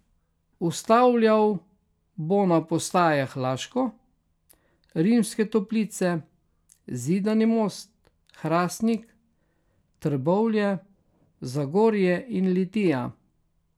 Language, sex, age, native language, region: Slovenian, male, 60+, Slovenian, Carinthia region